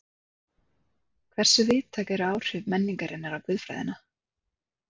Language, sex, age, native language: Icelandic, female, 30-39, Icelandic